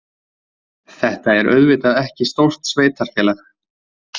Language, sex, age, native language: Icelandic, male, 20-29, Icelandic